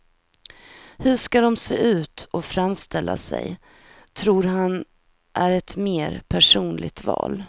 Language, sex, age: Swedish, female, 43